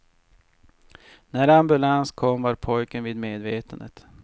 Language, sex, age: Swedish, male, 50